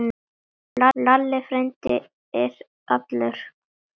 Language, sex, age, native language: Icelandic, female, 10, Icelandic